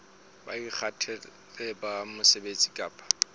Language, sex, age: Southern Sotho, male, 35